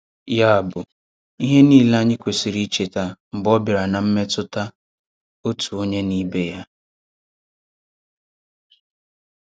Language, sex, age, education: Igbo, male, 30-45, tertiary